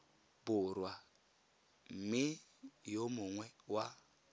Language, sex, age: Tswana, male, 20